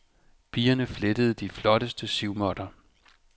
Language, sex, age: Danish, male, 34